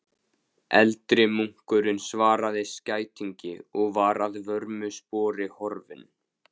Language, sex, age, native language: Icelandic, male, 15, Icelandic